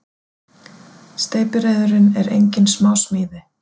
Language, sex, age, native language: Icelandic, female, 40-49, Icelandic